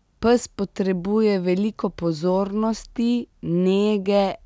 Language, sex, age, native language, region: Slovenian, female, 30-49, Slovenian, Central Slovenia